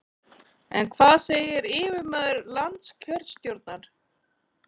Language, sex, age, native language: Icelandic, female, 40-49, Icelandic